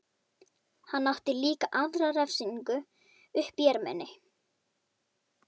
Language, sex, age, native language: Icelandic, male, 11, Icelandic